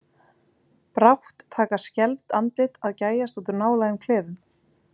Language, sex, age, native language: Icelandic, female, 20-29, Icelandic